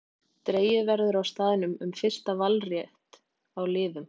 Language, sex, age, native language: Icelandic, female, 20-29, Icelandic